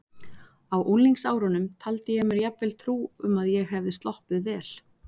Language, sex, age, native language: Icelandic, female, 40-49, Icelandic